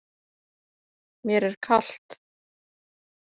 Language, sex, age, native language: Icelandic, female, 40-49, Icelandic